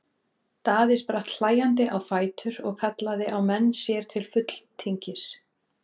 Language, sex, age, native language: Icelandic, female, 30-39, Icelandic